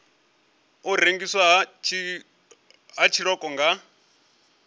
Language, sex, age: Venda, male, 34